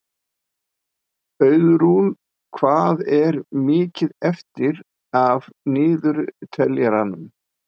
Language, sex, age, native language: Icelandic, male, 50-59, Icelandic